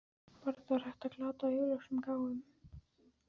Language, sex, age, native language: Icelandic, female, 14, Icelandic